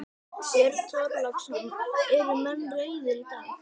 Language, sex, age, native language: Icelandic, female, 11, Icelandic